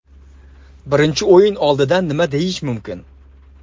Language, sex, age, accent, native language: Uzbek, male, 25-34, Andijon, Uzbek